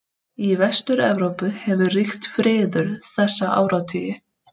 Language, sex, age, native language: Icelandic, female, 30-39, Icelandic